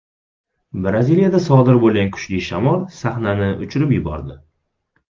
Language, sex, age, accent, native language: Uzbek, male, 19-29, Farg'ona, Uzbek